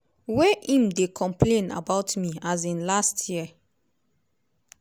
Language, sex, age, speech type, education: Nigerian Pidgin, female, 30-45, spontaneous, tertiary